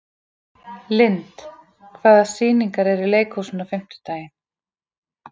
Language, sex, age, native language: Icelandic, female, 40-49, Icelandic